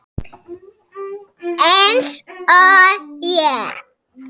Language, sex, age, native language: Icelandic, female, 6, Icelandic